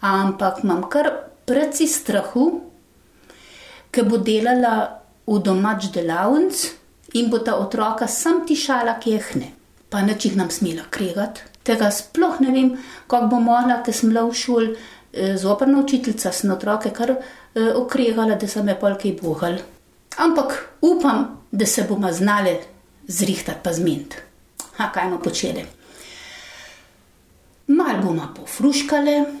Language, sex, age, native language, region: Slovenian, female, 60+, Slovenian, Gorenjska region